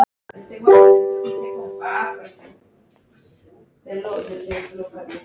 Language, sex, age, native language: Icelandic, female, 10, Icelandic